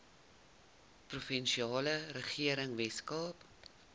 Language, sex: Afrikaans, female